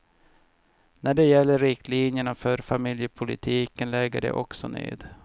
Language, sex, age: Swedish, male, 50